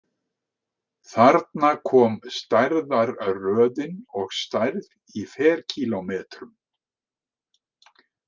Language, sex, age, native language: Icelandic, male, 60-69, Icelandic